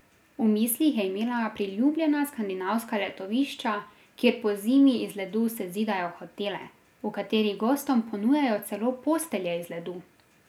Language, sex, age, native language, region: Slovenian, female, 18-29, Slovenian, Drava region